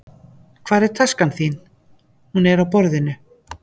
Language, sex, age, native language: Icelandic, female, 50-59, Icelandic